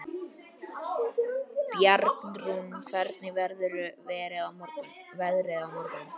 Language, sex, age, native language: Icelandic, male, 20-29, Icelandic